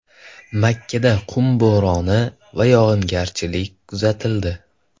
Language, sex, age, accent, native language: Uzbek, male, 12-17, Toshkent viloyati, Kazakh